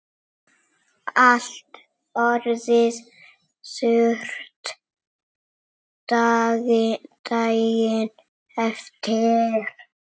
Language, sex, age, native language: Icelandic, male, 6, Icelandic